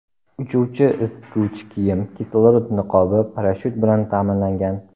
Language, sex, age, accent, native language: Uzbek, male, 18-24, Andijon, Uzbek